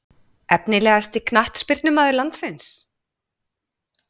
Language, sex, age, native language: Icelandic, female, 40-49, Icelandic